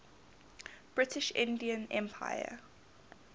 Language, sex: English, female